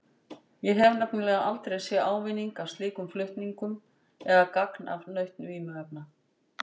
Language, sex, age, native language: Icelandic, female, 60-69, Icelandic